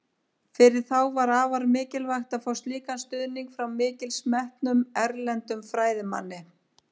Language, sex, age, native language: Icelandic, female, 50-59, Icelandic